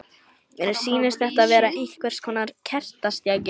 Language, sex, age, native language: Icelandic, female, 18-19, Lithuanian